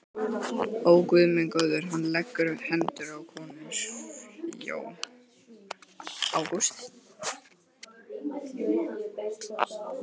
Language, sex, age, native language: Icelandic, male, 12, Icelandic